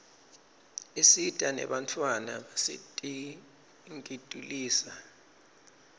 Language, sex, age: Swati, male, 26